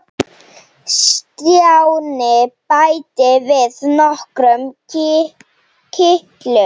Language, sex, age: Icelandic, female, 7